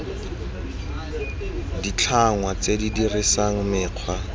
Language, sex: Tswana, male